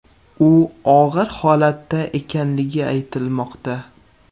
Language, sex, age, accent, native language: Uzbek, male, 18-24, Samarqand, Uzbek